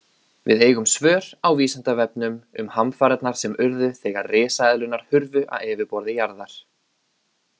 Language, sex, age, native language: Icelandic, male, 20-29, Icelandic